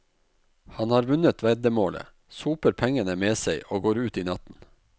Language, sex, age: Norwegian, male, 44